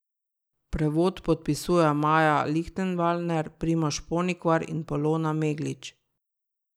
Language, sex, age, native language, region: Slovenian, female, 30-49, Slovenian, Drava region